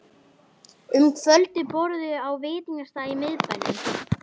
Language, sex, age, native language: Icelandic, male, 11, Icelandic